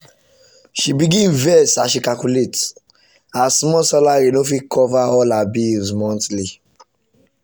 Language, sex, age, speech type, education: Nigerian Pidgin, male, 15-29, spontaneous, tertiary